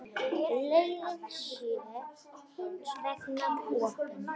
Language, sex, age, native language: Icelandic, female, 10, Icelandic